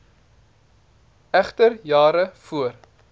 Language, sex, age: Afrikaans, male, 19